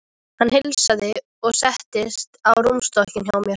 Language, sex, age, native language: Icelandic, female, 13, Icelandic